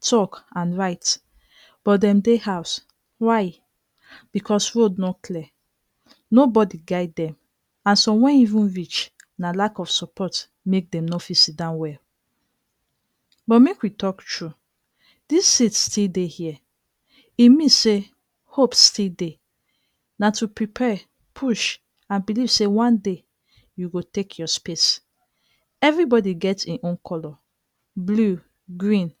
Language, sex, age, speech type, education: Nigerian Pidgin, female, 30-45, spontaneous, tertiary